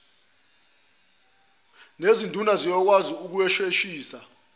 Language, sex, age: Zulu, male, 22